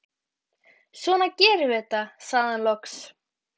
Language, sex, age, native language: Icelandic, female, 12, Icelandic